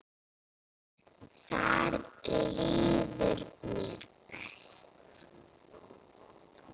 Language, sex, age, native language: Icelandic, female, 9, Icelandic